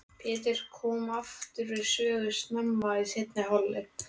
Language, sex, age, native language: Icelandic, male, 18-19, Icelandic